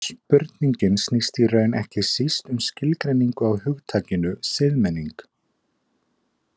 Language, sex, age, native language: Icelandic, male, 20-29, Icelandic